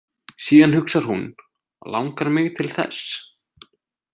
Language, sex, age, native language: Icelandic, male, 20-29, Icelandic